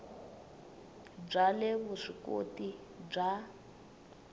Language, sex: Tsonga, female